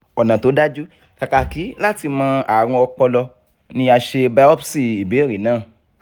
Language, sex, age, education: Yoruba, male, 15-29, tertiary